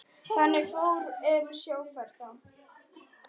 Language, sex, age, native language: Icelandic, female, 10, Icelandic